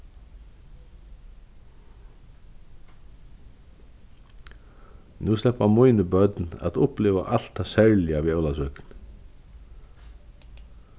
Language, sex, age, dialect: Faroese, male, 36-60, Vágar